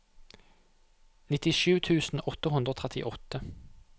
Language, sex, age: Norwegian, male, 28